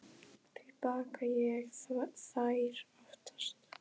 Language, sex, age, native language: Icelandic, female, 10, Icelandic